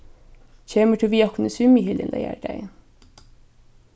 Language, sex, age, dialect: Faroese, female, 15-35, Norðurstreymoy/Eysturoy